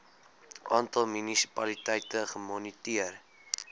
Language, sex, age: Afrikaans, male, 20